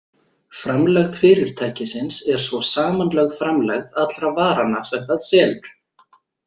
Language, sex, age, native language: Icelandic, male, 40-49, Icelandic